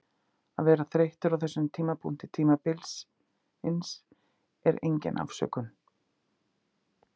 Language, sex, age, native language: Icelandic, female, 50-59, Icelandic